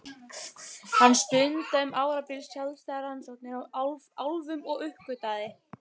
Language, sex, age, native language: Icelandic, female, 15, Icelandic